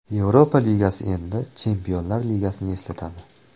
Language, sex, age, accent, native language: Uzbek, male, 25-34, Toshkent viloyati, Uzbek